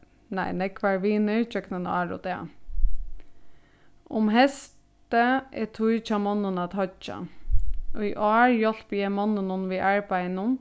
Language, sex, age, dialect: Faroese, female, 15-35, Suðurstreymoy